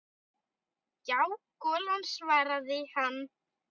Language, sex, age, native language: Icelandic, male, 9, Icelandic